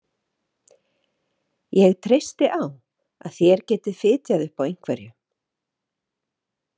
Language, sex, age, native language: Icelandic, female, 50-59, Icelandic